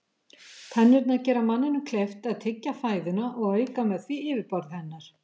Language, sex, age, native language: Icelandic, female, 70-79, Icelandic